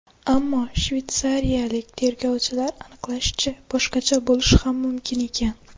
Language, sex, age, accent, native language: Uzbek, female, under 19, Xorazm, Uzbek